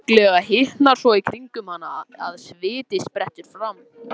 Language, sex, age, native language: Icelandic, male, 14, Icelandic